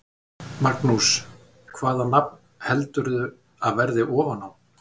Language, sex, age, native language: Icelandic, male, 50-59, Icelandic